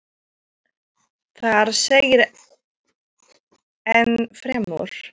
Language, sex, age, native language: Icelandic, female, 9, Icelandic